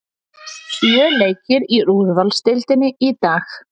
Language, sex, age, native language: Icelandic, female, 30-39, Icelandic